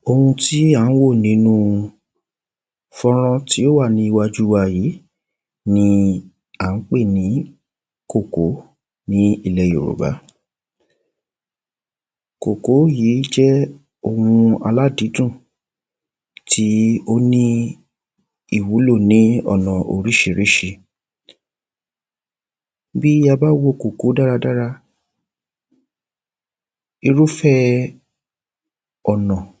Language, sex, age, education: Yoruba, male, 15-29, tertiary